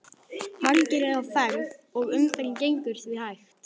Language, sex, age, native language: Icelandic, female, 11, Icelandic